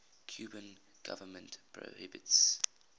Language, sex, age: English, male, 20